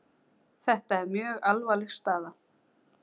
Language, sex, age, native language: Icelandic, female, 40-49, Icelandic